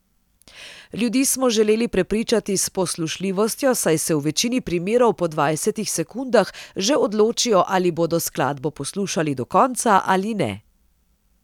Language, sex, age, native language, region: Slovenian, female, 30-49, Slovenian, Central Slovenia